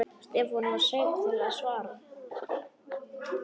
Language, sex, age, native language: Icelandic, male, 10, Icelandic